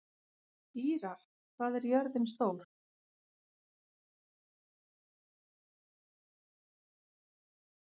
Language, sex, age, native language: Icelandic, female, 50-59, Icelandic